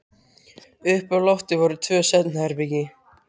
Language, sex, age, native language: Icelandic, male, 13, Icelandic